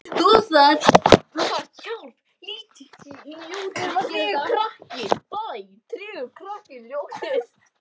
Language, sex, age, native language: Icelandic, other, 11, Icelandic